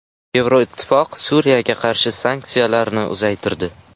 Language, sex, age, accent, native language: Uzbek, male, 19-29, Surxondaryo, Uzbek